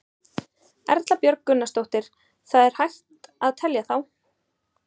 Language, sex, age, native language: Icelandic, female, 30-39, Icelandic